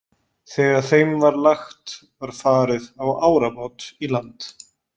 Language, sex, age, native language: Icelandic, male, 20-29, Icelandic